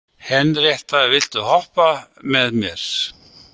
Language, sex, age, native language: Icelandic, male, 60-69, Icelandic